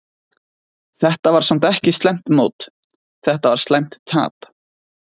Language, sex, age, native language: Icelandic, male, 20-29, Icelandic